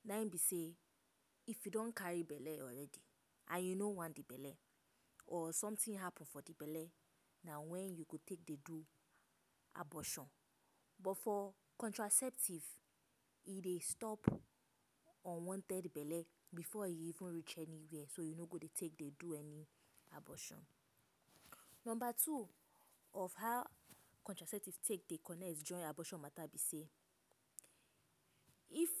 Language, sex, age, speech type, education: Nigerian Pidgin, female, 15-29, spontaneous, tertiary